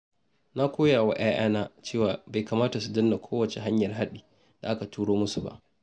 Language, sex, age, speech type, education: Hausa, male, 30-45, spontaneous, tertiary